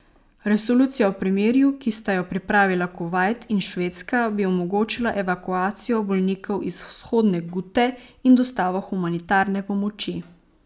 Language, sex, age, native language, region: Slovenian, female, 18-29, Slovenian, Savinja region